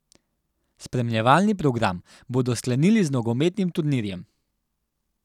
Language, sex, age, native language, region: Slovenian, male, 18-29, Slovenian, Central Slovenia